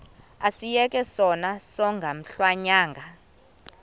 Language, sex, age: Xhosa, female, 24